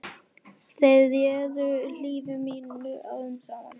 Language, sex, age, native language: Icelandic, female, 11, Icelandic